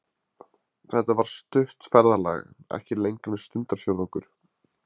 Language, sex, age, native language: Icelandic, male, 20-29, Icelandic